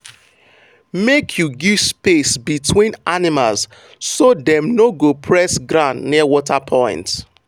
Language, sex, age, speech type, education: Nigerian Pidgin, male, 15-29, spontaneous, tertiary